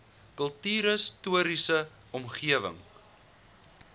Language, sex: Afrikaans, male